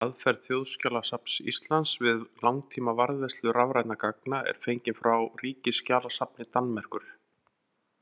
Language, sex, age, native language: Icelandic, male, 40-49, Icelandic